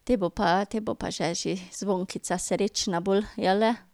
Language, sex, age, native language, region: Slovenian, female, 50-59, Slovenian, Drava region